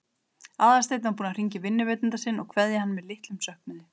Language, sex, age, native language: Icelandic, female, 30-39, Icelandic